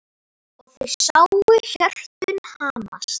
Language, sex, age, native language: Icelandic, female, 9, Icelandic